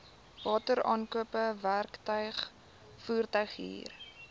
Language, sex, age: Afrikaans, female, 19